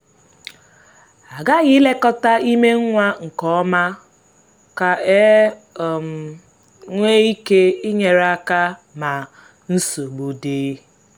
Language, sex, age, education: Igbo, female, 15-29, tertiary